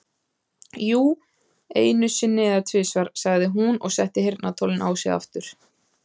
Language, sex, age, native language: Icelandic, female, 30-39, Icelandic